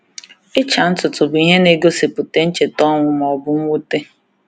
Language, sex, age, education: Igbo, female, 15-29, tertiary